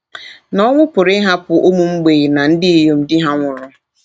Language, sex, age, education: Igbo, female, 30-45, tertiary